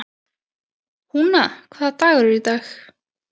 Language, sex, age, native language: Icelandic, female, 20-29, Icelandic